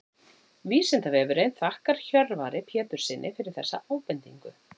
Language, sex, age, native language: Icelandic, female, 40-49, Icelandic